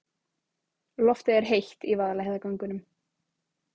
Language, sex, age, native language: Icelandic, female, 30-39, Icelandic